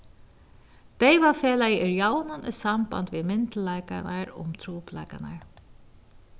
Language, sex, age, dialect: Faroese, female, 36-60, Vágar